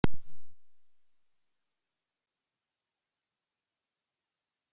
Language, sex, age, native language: Icelandic, female, 11, Icelandic